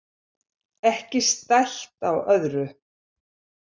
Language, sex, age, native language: Icelandic, female, 70-79, Icelandic